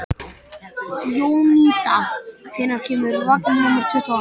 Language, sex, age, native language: Icelandic, male, 11, Icelandic